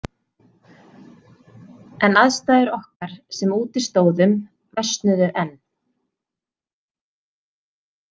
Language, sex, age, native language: Icelandic, female, 30-39, Icelandic